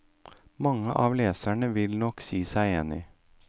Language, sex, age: Norwegian, male, 38